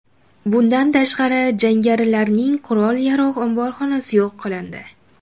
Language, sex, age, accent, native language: Uzbek, female, under 19, Jizzax, Uzbek